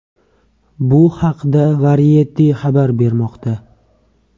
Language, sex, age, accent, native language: Uzbek, male, 18-24, Toshkent viloyati, Uzbek